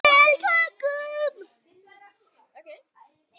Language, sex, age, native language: Icelandic, male, 8, Icelandic